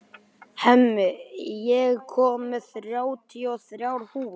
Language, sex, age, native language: Icelandic, male, 11, Icelandic